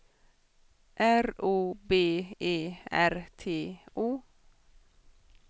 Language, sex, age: Swedish, female, 40